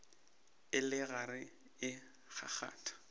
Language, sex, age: Northern Sotho, male, 21